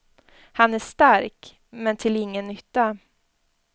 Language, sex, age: Swedish, female, 20